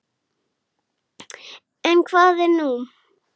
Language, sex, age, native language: Icelandic, female, 6, Icelandic